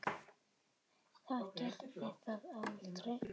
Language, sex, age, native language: Icelandic, male, 9, Icelandic